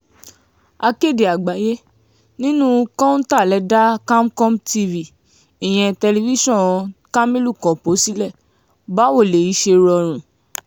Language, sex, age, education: Yoruba, female, 15-29, tertiary